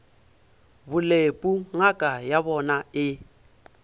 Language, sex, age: Northern Sotho, male, 22